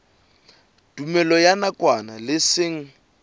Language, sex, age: Southern Sotho, male, 26